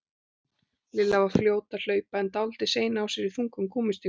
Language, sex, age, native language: Icelandic, female, 40-49, Icelandic